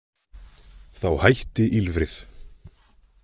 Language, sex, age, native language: Icelandic, male, 20-29, Icelandic